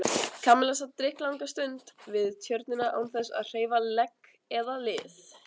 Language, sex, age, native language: Icelandic, other, 20-29, Icelandic